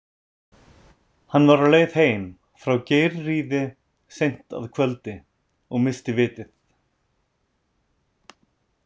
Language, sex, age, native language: Icelandic, male, 30-39, Icelandic